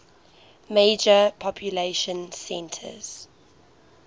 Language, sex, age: English, female, 19